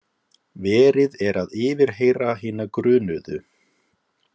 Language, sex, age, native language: Icelandic, male, 30-39, Icelandic